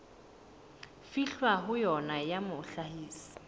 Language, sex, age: Southern Sotho, female, 27